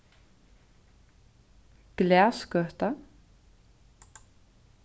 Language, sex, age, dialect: Faroese, female, 15-35, Suðurstreymoy